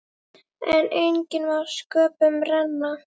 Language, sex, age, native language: Icelandic, female, 8, Icelandic